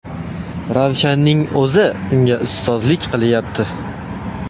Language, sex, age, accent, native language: Uzbek, male, 18-24, Farg'ona, Uzbek